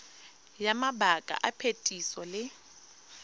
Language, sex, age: Tswana, female, 22